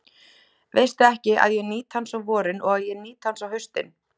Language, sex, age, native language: Icelandic, female, 20-29, Icelandic